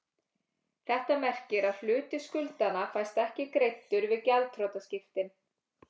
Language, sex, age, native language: Icelandic, female, 30-39, Icelandic